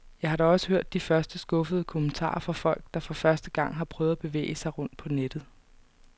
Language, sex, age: Danish, female, 29